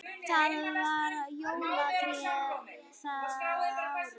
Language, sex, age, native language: Icelandic, female, 9, Icelandic